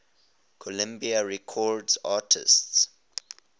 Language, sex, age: English, male, 20